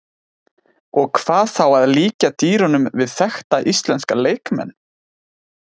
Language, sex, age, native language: Icelandic, male, 20-29, Icelandic